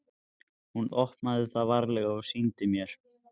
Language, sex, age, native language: Icelandic, male, 14, Icelandic